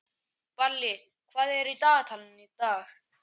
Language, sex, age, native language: Icelandic, male, 11, Icelandic